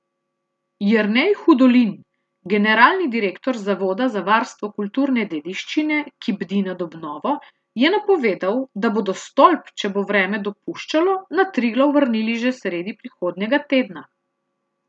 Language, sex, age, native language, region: Slovenian, female, 30-49, Slovenian, Central Slovenia